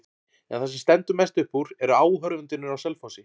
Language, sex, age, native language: Icelandic, male, 40-49, Icelandic